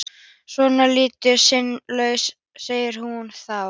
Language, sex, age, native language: Icelandic, female, 13, Icelandic